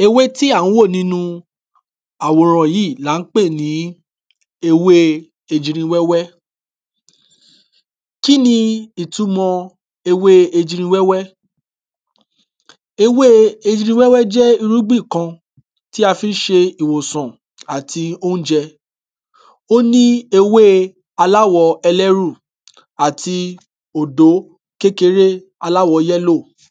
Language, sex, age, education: Yoruba, male, 30-45, tertiary